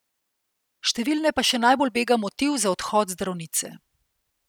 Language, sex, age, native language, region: Slovenian, female, 50-59, Slovenian, Central Slovenia